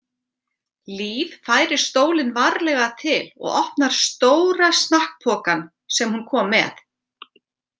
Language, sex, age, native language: Icelandic, female, 40-49, Icelandic